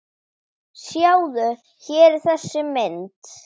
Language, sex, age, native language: Icelandic, female, 10, Icelandic